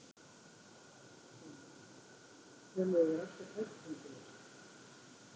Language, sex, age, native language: Icelandic, female, 50-59, Icelandic